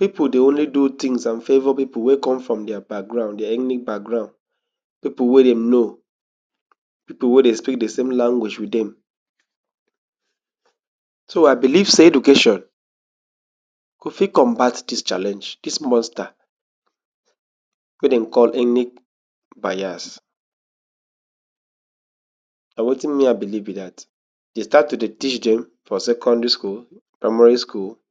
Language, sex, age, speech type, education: Nigerian Pidgin, male, 15-29, spontaneous, tertiary